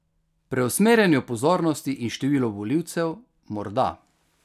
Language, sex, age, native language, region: Slovenian, male, 50-59, Slovenian, Carinthia region